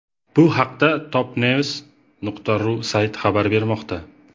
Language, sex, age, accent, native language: Uzbek, male, 25-34, Jizzax, Uzbek